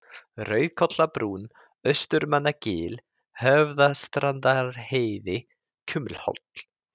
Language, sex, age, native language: Icelandic, male, 30-39, Icelandic